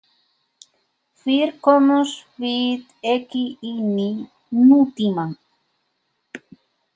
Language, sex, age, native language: Icelandic, female, 20-29, Spanish